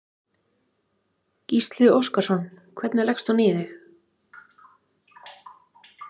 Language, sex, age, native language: Icelandic, female, 30-39, Icelandic